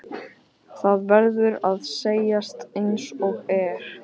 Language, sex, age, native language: Icelandic, male, 15, Icelandic